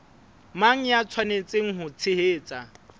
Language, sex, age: Southern Sotho, male, 21